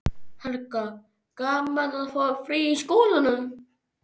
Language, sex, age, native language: Icelandic, male, 13, Icelandic